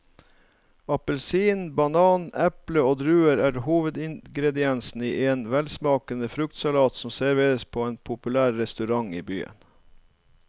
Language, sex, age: Norwegian, male, 39